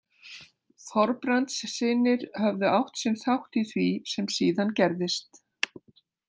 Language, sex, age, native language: Icelandic, female, 60-69, Icelandic